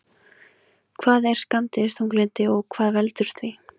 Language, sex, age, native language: Icelandic, female, 20-29, Icelandic